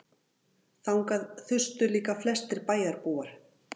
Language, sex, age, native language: Icelandic, female, 40-49, Icelandic